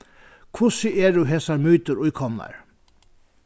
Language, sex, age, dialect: Faroese, male, 61+, Vágar